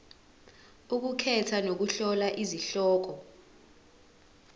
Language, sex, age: Zulu, female, 20